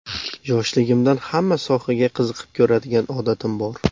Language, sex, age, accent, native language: Uzbek, male, 18-24, Xorazm, Uzbek